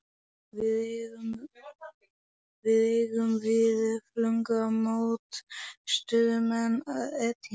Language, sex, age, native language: Icelandic, male, 11, Polish